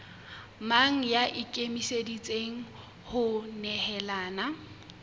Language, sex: Southern Sotho, female